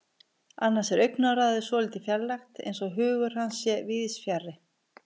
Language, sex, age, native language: Icelandic, female, 50-59, Icelandic